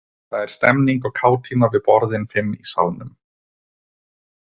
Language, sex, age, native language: Icelandic, male, 20-29, Icelandic